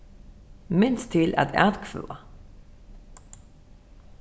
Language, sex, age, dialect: Faroese, female, 15-35, Suðurstreymoy